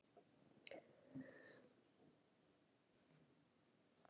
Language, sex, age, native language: Icelandic, male, 40-49, Icelandic